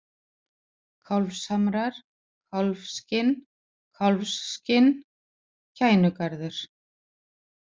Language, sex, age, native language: Icelandic, female, 40-49, Icelandic